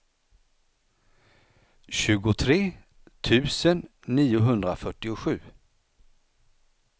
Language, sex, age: Swedish, male, 49